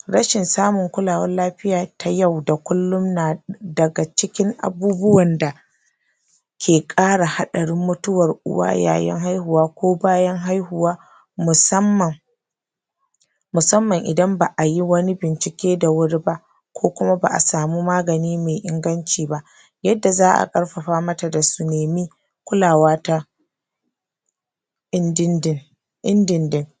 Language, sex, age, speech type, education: Hausa, female, 30-45, spontaneous, tertiary